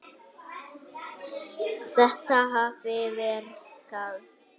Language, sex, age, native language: Icelandic, male, 8, Icelandic